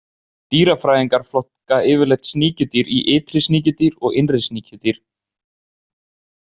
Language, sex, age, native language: Icelandic, male, 20-29, Icelandic